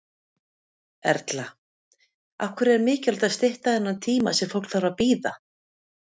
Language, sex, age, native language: Icelandic, female, 50-59, Icelandic